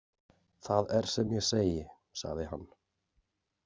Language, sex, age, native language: Icelandic, male, 40-49, Icelandic